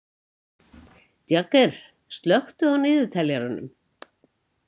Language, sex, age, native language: Icelandic, female, 70-79, Icelandic